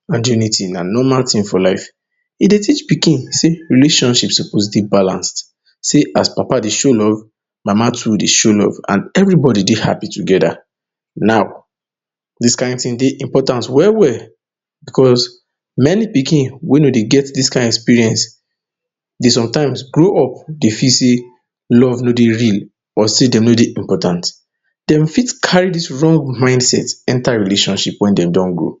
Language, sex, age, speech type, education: Nigerian Pidgin, male, 30-45, spontaneous, tertiary